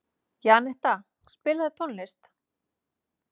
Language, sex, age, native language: Icelandic, female, 30-39, Icelandic